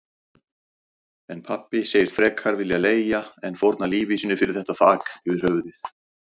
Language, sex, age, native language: Icelandic, male, 40-49, Icelandic